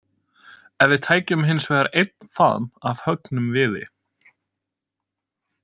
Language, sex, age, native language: Icelandic, male, 20-29, Icelandic